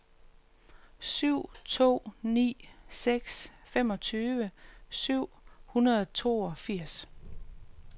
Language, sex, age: Danish, female, 45